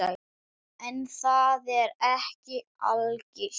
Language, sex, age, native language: Icelandic, male, 9, Icelandic